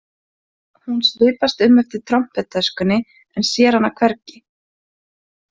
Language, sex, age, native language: Icelandic, female, 20-29, Icelandic